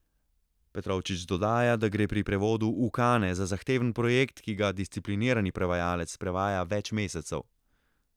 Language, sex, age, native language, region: Slovenian, male, 30-49, Slovenian, Central Slovenia